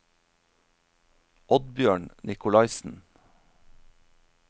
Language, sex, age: Norwegian, male, 47